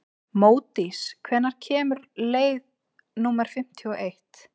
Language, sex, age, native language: Icelandic, female, 20-29, Icelandic